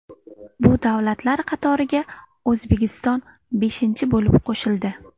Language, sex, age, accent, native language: Uzbek, female, 18-24, Navoiy, Uzbek